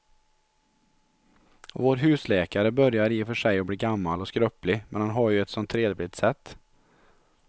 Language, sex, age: Swedish, male, 43